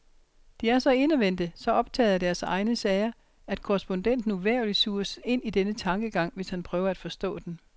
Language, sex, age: Danish, female, 60